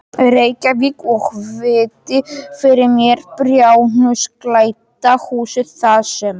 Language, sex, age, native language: Icelandic, male, 18-19, Polish